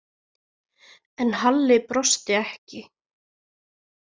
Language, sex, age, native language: Icelandic, female, 20-29, Icelandic